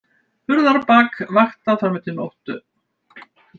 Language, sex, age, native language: Icelandic, female, 70-79, Icelandic